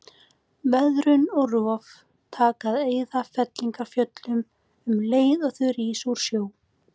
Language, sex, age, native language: Icelandic, female, 18-19, Icelandic